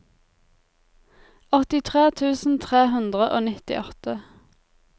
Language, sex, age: Norwegian, female, 23